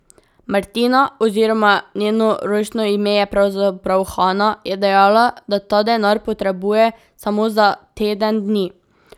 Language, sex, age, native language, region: Slovenian, female, 18-29, Slovenian, Drava region